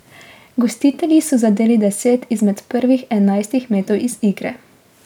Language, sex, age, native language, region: Slovenian, female, 18-29, Slovenian, Drava region